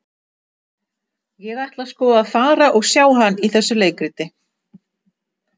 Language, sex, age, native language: Icelandic, female, 60-69, Icelandic